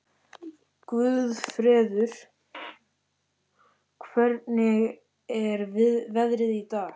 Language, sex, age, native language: Icelandic, male, 13, Icelandic